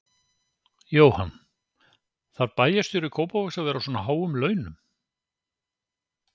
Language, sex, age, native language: Icelandic, male, 60-69, Icelandic